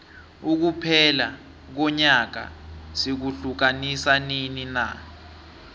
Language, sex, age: South Ndebele, male, 23